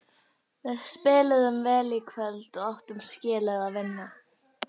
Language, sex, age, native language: Icelandic, female, 18-19, Icelandic